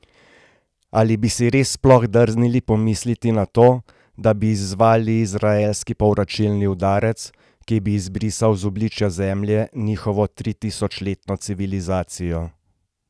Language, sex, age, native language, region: Slovenian, male, 30-49, Slovenian, Gorenjska region